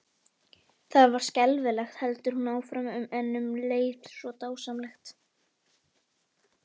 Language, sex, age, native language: Icelandic, female, 18-19, Icelandic